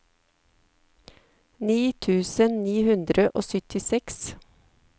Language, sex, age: Norwegian, female, 54